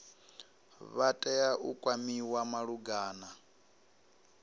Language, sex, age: Venda, male, 19